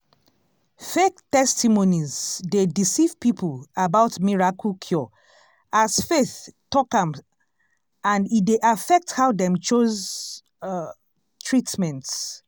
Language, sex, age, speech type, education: Nigerian Pidgin, female, 30-45, spontaneous, tertiary